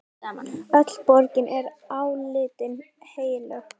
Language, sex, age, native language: Icelandic, male, 10, Icelandic